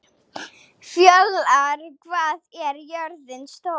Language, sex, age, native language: Icelandic, female, 20-29, Slovak